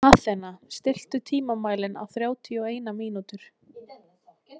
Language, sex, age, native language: Icelandic, female, 20-29, Icelandic